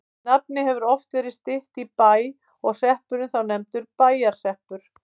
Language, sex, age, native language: Icelandic, female, 50-59, Icelandic